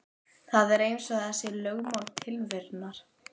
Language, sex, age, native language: Icelandic, female, 12, Icelandic